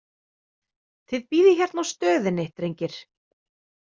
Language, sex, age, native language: Icelandic, female, 30-39, Icelandic